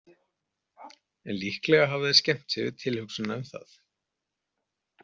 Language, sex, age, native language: Icelandic, male, 40-49, Icelandic